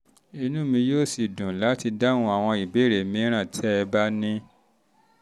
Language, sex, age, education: Yoruba, male, 30-45, tertiary